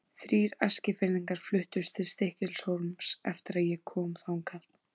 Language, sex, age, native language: Icelandic, female, 14, Icelandic